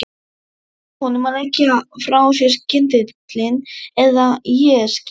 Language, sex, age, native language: Icelandic, male, 12, Icelandic